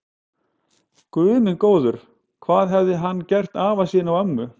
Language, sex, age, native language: Icelandic, male, 50-59, Icelandic